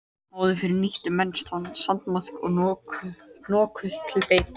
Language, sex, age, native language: Icelandic, male, 18-19, Icelandic